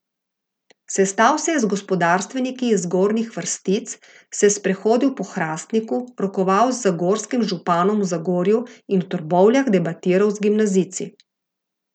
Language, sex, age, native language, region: Slovenian, female, 50-59, Slovenian, Gorica region